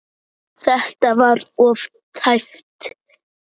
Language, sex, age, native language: Icelandic, male, 9, Icelandic